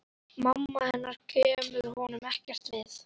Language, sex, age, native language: Icelandic, female, 11, Icelandic